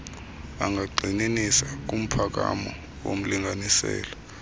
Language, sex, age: Xhosa, male, 33